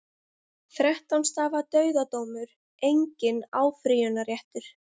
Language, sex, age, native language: Icelandic, female, 20-29, Icelandic